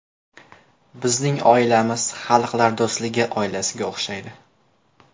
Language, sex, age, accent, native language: Uzbek, male, 18-24, Namangan, Uzbek